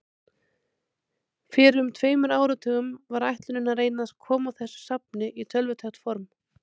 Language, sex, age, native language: Icelandic, female, 30-39, Icelandic